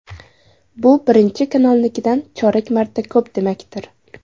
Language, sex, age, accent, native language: Uzbek, female, 18-24, Samarqand, Uzbek